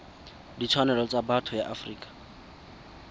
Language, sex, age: Tswana, male, 22